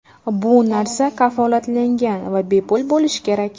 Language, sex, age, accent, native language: Uzbek, female, 18-24, Jizzax, Uzbek